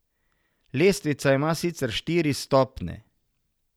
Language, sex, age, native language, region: Slovenian, male, 50-59, Slovenian, Savinja region